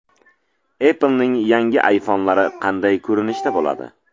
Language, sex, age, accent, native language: Uzbek, male, 25-34, Samarqand, Uzbek